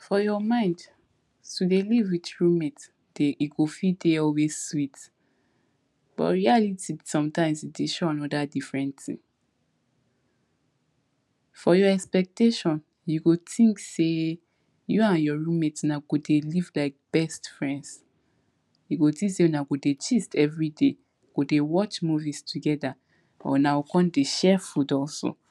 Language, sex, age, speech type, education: Nigerian Pidgin, female, 15-29, spontaneous, tertiary